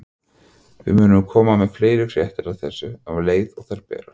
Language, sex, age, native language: Icelandic, male, 50-59, Icelandic